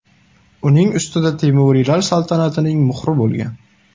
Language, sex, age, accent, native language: Uzbek, male, 18-24, Qashqadaryo, Uzbek